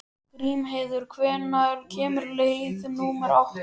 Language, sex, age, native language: Icelandic, male, 13, Icelandic